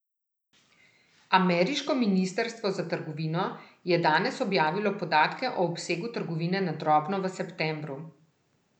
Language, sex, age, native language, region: Slovenian, female, 30-49, Slovenian, Central Slovenia